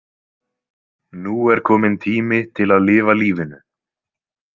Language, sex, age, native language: Icelandic, male, 20-29, Icelandic